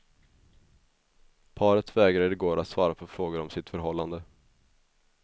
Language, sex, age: Swedish, male, 21